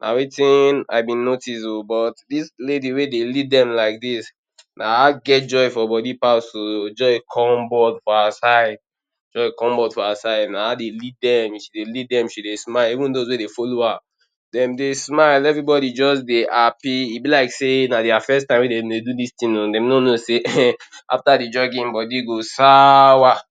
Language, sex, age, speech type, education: Nigerian Pidgin, male, 30-45, spontaneous, tertiary